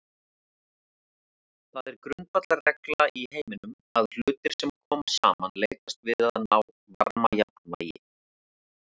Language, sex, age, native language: Icelandic, male, 40-49, Icelandic